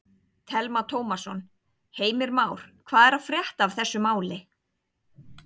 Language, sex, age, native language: Icelandic, female, 30-39, Icelandic